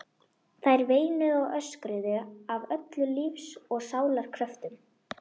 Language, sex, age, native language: Icelandic, female, 12, Icelandic